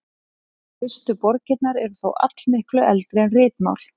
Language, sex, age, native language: Icelandic, female, 40-49, Icelandic